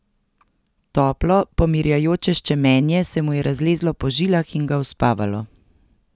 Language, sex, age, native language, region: Slovenian, female, 30-49, Slovenian, Central Slovenia